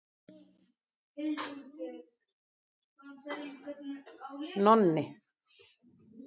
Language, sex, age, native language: Icelandic, female, 60-69, Icelandic